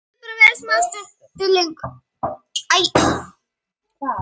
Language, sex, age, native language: Icelandic, female, 8, Icelandic